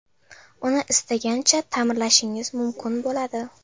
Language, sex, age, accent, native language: Uzbek, female, under 19, Samarqand, Uzbek